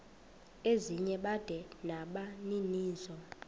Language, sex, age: Xhosa, female, 26